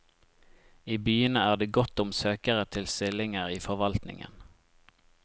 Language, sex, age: Norwegian, male, 25